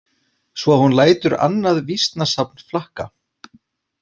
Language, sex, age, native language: Icelandic, male, 40-49, Icelandic